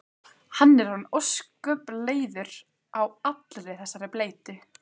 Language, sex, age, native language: Icelandic, female, 15, Icelandic